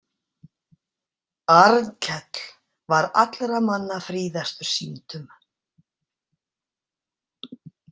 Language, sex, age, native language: Icelandic, female, 60-69, Icelandic